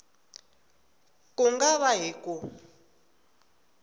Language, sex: Tsonga, female